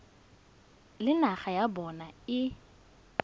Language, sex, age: Tswana, female, 22